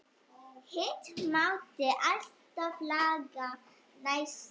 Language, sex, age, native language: Icelandic, female, 9, Icelandic